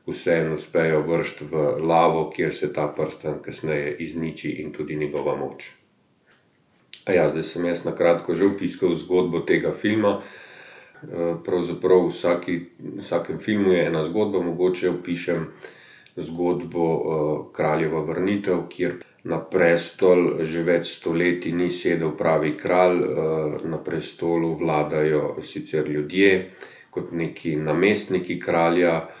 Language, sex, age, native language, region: Slovenian, male, 50-59, Slovenian, Central Slovenia